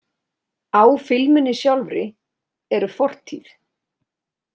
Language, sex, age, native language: Icelandic, female, 30-39, Icelandic